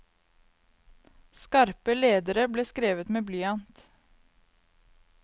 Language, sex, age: Norwegian, female, 22